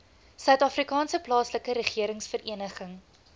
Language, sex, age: Afrikaans, female, 20